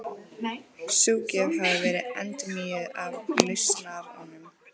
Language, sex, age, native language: Icelandic, female, 14, Icelandic